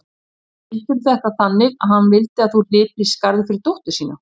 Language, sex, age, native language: Icelandic, female, 50-59, Icelandic